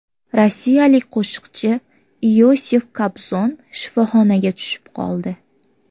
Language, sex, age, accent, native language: Uzbek, female, 18-24, Farg'ona, Uzbek